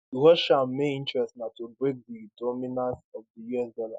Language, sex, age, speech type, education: Nigerian Pidgin, male, 15-29, spontaneous, tertiary